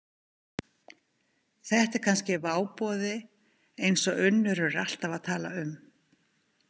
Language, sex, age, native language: Icelandic, female, 50-59, Icelandic